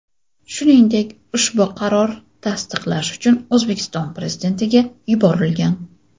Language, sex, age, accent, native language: Uzbek, female, 25-34, Toshkent shahri, Uzbek